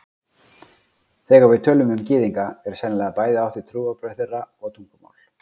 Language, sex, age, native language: Icelandic, male, 40-49, Icelandic